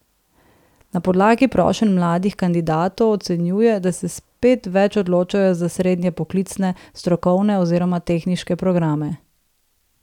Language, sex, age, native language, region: Slovenian, female, 30-49, Slovenian, Southeast Slovenia